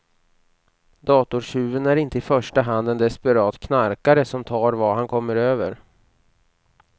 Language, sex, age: Swedish, male, 29